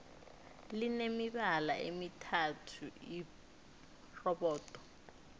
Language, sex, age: South Ndebele, female, 19